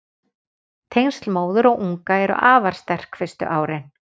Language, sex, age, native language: Icelandic, female, 40-49, Icelandic